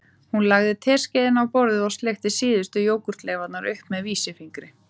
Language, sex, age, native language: Icelandic, female, 30-39, Icelandic